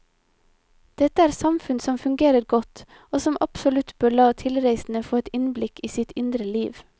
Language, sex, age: Norwegian, female, 25